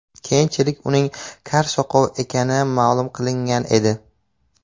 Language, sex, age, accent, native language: Uzbek, male, 18-24, Samarqand, Uzbek